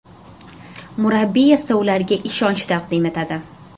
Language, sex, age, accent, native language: Uzbek, female, 12-17, Toshkent shahri, Uzbek